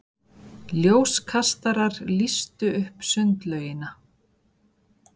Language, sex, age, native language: Icelandic, female, 40-49, Icelandic